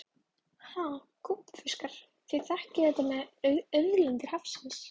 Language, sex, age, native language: Icelandic, female, 12, Icelandic